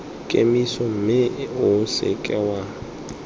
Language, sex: Tswana, male